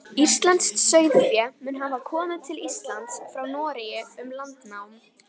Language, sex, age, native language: Icelandic, female, 18-19, Icelandic